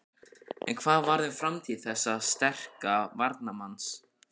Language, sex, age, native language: Icelandic, male, 15, Icelandic